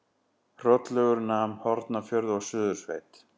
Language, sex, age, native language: Icelandic, male, 40-49, Icelandic